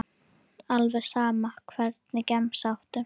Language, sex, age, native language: Icelandic, female, 10, Icelandic